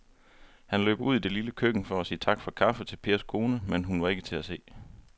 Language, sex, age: Danish, male, 23